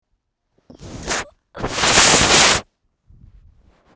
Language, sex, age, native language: Icelandic, male, 10, Icelandic